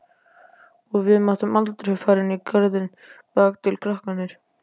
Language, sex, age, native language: Icelandic, male, 12, Icelandic